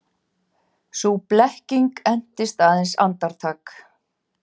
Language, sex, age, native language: Icelandic, female, 40-49, Icelandic